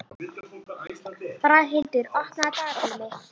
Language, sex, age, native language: Icelandic, female, 11, Icelandic